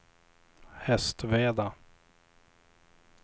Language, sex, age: Swedish, male, 26